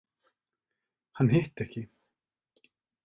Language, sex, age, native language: Icelandic, male, 20-29, Icelandic